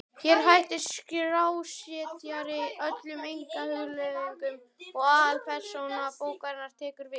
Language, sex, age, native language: Icelandic, male, 11, Icelandic